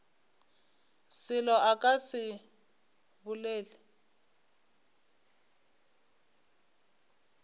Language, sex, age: Northern Sotho, female, 25